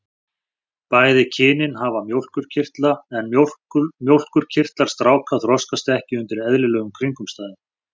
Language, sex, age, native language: Icelandic, male, 40-49, Icelandic